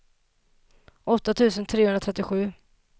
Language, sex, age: Swedish, female, 27